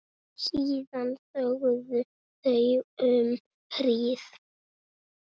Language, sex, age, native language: Icelandic, male, 7, Icelandic